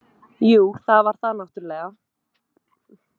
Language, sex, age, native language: Icelandic, female, 20-29, Icelandic